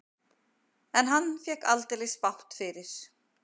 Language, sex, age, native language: Icelandic, female, 50-59, Icelandic